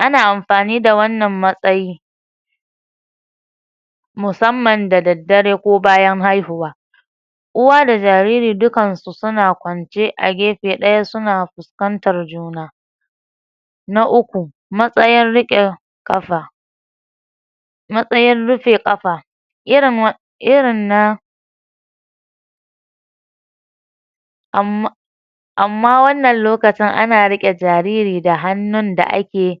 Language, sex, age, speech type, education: Hausa, female, 30-45, spontaneous, tertiary